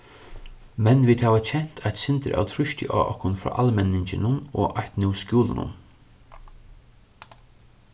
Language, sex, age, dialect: Faroese, male, 36-60, Suðurstreymoy